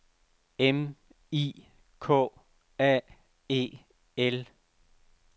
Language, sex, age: Danish, male, 69